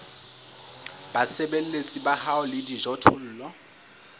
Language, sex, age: Southern Sotho, male, 19